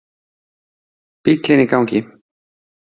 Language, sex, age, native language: Icelandic, male, 30-39, Icelandic